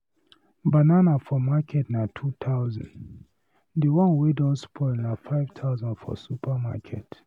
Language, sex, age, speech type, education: Nigerian Pidgin, male, 30-45, read, tertiary